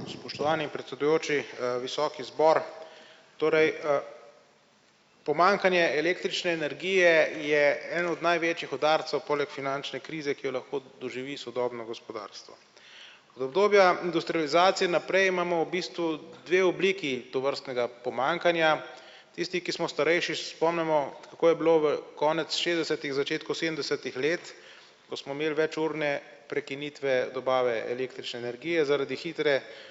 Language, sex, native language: Slovenian, male, Slovenian